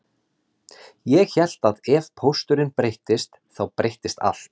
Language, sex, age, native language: Icelandic, male, 30-39, Icelandic